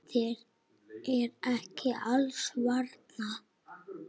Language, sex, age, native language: Icelandic, male, 7, Icelandic